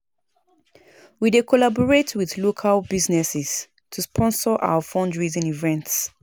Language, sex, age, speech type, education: Nigerian Pidgin, female, 30-45, spontaneous, tertiary